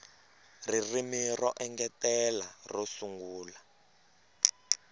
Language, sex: Tsonga, male